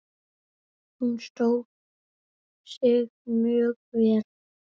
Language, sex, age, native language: Icelandic, male, 9, Icelandic